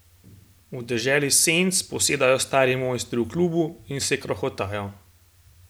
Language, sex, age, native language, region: Slovenian, male, 18-29, Slovenian, Gorenjska region